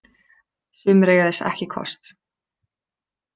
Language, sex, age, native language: Icelandic, female, 30-39, Icelandic